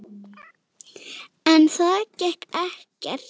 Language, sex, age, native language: Icelandic, female, 8, Icelandic